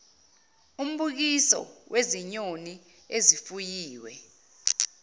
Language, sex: Zulu, female